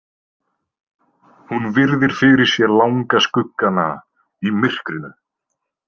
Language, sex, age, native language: Icelandic, male, 20-29, Icelandic